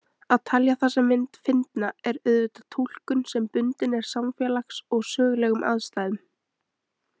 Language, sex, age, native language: Icelandic, female, 20-29, Icelandic